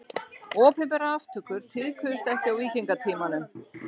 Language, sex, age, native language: Icelandic, female, 60-69, Icelandic